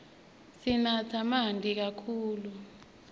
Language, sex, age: Swati, female, 21